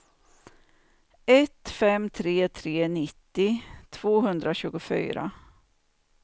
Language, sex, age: Swedish, female, 49